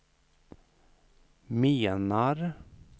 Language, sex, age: Swedish, male, 35